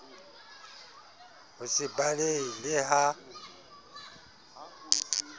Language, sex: Southern Sotho, male